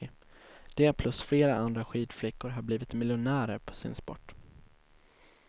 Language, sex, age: Swedish, male, 19